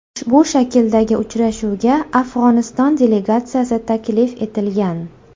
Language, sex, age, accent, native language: Uzbek, female, 25-34, Toshkent shahri, Uzbek